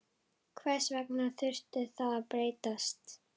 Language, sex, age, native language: Icelandic, female, 11, Icelandic